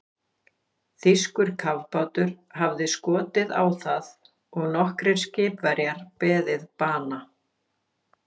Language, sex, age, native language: Icelandic, female, 40-49, Icelandic